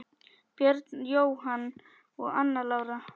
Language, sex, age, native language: Icelandic, female, 10, Icelandic